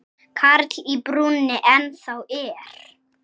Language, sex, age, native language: Icelandic, male, 6, Icelandic